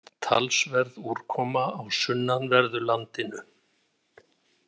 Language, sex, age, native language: Icelandic, male, 60-69, Icelandic